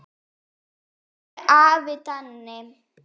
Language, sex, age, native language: Icelandic, female, 8, Icelandic